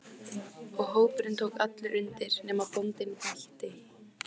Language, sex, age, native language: Icelandic, female, 15, Icelandic